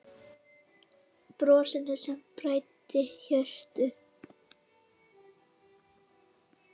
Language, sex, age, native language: Icelandic, female, 8, Icelandic